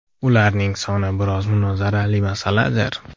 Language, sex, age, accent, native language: Uzbek, male, 18-24, Andijon, Uzbek